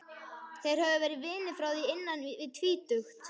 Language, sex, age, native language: Icelandic, male, 11, Icelandic